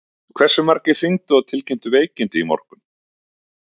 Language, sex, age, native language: Icelandic, male, 30-39, Icelandic